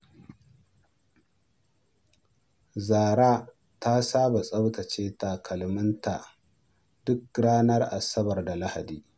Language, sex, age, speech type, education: Hausa, male, 46-60, read, primary